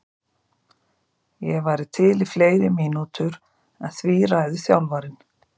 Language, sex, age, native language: Icelandic, female, 50-59, Icelandic